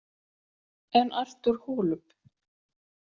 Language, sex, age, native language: Icelandic, female, 40-49, Icelandic